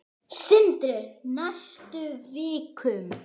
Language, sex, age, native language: Icelandic, male, 10, Icelandic